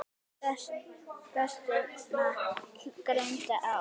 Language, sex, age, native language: Icelandic, female, 9, Icelandic